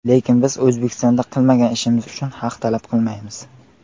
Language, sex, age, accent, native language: Uzbek, male, 18-24, Qashqadaryo, Uzbek